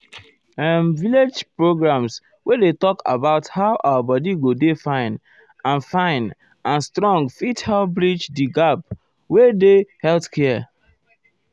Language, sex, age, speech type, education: Nigerian Pidgin, male, 15-29, spontaneous, tertiary